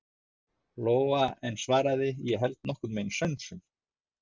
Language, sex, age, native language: Icelandic, male, 50-59, Icelandic